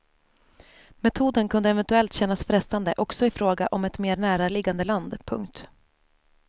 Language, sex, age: Swedish, female, 28